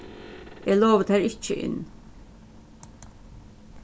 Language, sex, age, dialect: Faroese, female, 36-60, Suðurstreymoy